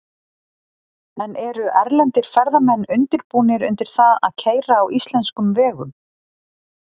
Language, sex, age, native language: Icelandic, female, 40-49, Icelandic